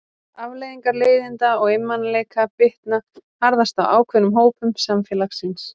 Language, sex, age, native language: Icelandic, female, 30-39, Icelandic